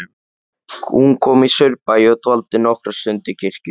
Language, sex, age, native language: Icelandic, male, 13, Icelandic